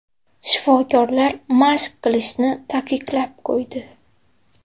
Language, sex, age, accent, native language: Uzbek, female, 18-24, Xorazm, Uzbek